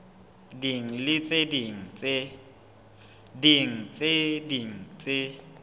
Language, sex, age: Southern Sotho, male, 18